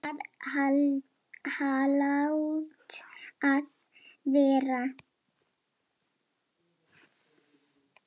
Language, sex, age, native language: Icelandic, female, 7, Lithuanian